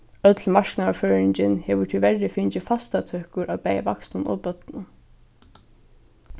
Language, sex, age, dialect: Faroese, female, 15-35, Norðurstreymoy/Eysturoy